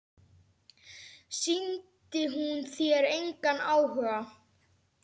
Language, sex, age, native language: Icelandic, male, 10, Icelandic